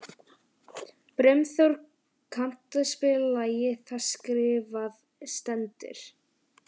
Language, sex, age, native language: Icelandic, female, 11, Icelandic